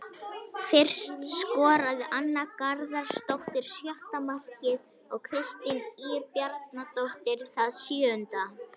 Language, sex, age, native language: Icelandic, female, 21, Icelandic